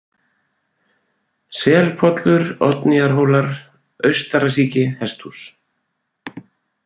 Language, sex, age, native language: Icelandic, male, 40-49, Icelandic